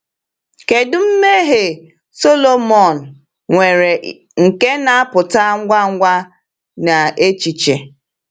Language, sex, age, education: Igbo, female, 30-45, tertiary